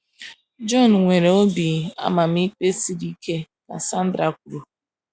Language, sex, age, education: Igbo, female, 15-29, tertiary